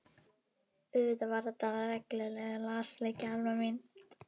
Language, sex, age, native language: Icelandic, male, 12, Icelandic